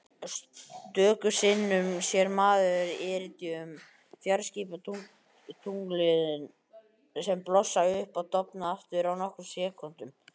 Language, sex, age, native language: Icelandic, male, 18-19, Icelandic